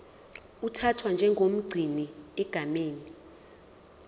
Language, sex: Zulu, female